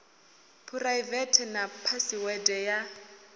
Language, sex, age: Venda, female, 22